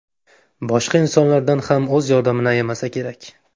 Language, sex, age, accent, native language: Uzbek, male, 25-34, Farg'ona, Uzbek